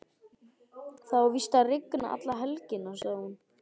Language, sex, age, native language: Icelandic, male, 12, Icelandic